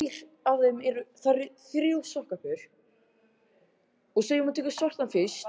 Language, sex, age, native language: Icelandic, male, 13, Icelandic